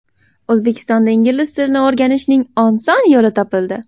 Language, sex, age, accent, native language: Uzbek, female, under 19, Toshkent shahri, Uzbek